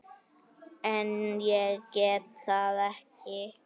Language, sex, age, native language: Icelandic, male, 8, Icelandic